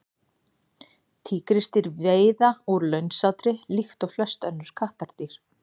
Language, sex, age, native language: Icelandic, female, 40-49, Icelandic